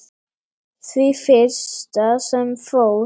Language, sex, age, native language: Icelandic, male, 8, Icelandic